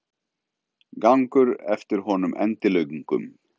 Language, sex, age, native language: Icelandic, male, 30-39, Icelandic